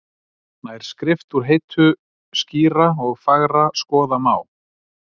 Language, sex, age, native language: Icelandic, male, 30-39, Icelandic